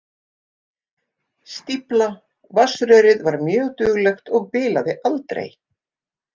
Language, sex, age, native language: Icelandic, female, 50-59, Icelandic